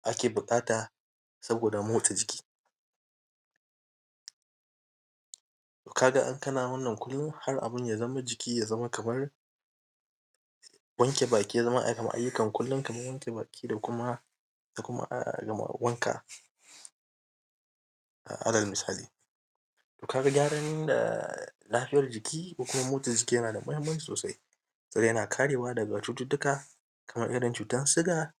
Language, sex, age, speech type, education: Hausa, male, 30-45, spontaneous, primary